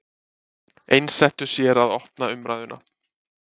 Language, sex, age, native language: Icelandic, male, 30-39, Icelandic